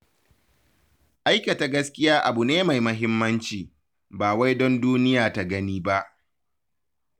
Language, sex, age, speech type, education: Hausa, male, 15-29, read, tertiary